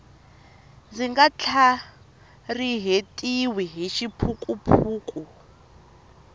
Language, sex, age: Tsonga, female, 20